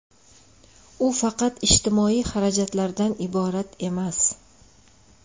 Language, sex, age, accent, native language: Uzbek, female, 35+, Andijon, Uzbek